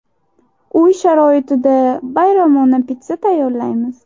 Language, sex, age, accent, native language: Uzbek, female, 18-24, Toshkent shahri, Uzbek